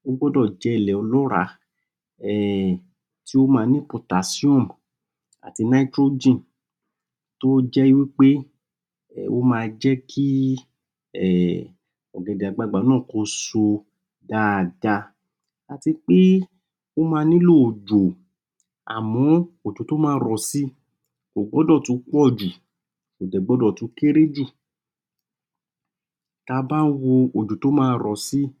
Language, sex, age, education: Yoruba, male, 46-60, tertiary